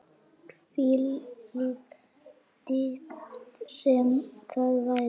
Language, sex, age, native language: Icelandic, female, 8, Icelandic